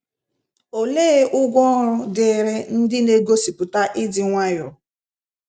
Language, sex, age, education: Igbo, female, 15-29, tertiary